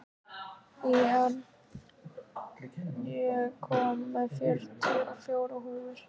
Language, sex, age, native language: Icelandic, male, 13, Icelandic